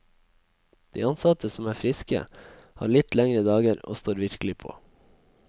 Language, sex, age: Norwegian, male, 21